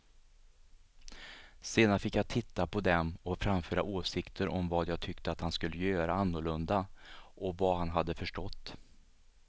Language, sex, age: Swedish, male, 37